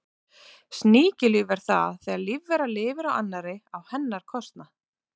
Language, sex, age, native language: Icelandic, female, 30-39, Icelandic